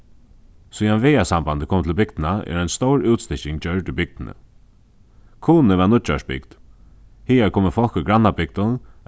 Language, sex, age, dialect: Faroese, male, 15-35, Suðuroy